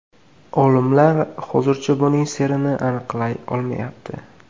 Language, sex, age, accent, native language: Uzbek, male, 18-24, Qashqadaryo, Uzbek